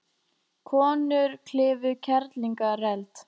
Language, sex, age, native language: Icelandic, female, 18-19, Icelandic